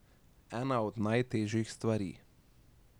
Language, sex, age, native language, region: Slovenian, male, 18-29, Slovenian, Drava region